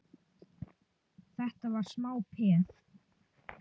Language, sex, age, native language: Icelandic, male, 9, Icelandic